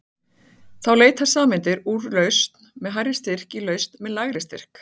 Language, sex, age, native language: Icelandic, female, 40-49, Icelandic